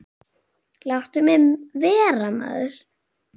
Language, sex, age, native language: Icelandic, female, 7, Icelandic